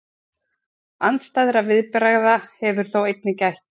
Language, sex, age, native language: Icelandic, female, 40-49, Icelandic